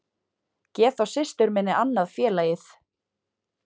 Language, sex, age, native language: Icelandic, female, 20-29, Icelandic